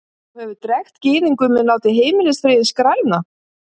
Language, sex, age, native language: Icelandic, female, 50-59, Icelandic